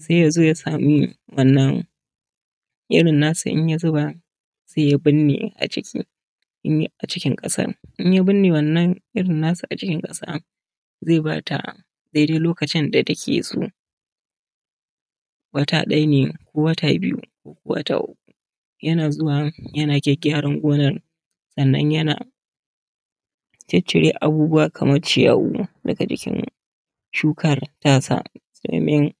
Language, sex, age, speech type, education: Hausa, male, 30-45, spontaneous, tertiary